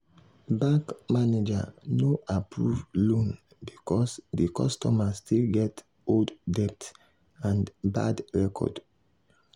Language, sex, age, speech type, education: Nigerian Pidgin, male, 30-45, spontaneous, secondary